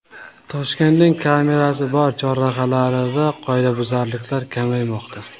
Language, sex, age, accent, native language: Uzbek, male, 25-34, Surxondaryo, Uzbek